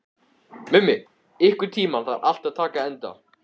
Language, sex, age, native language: Icelandic, male, 14, Icelandic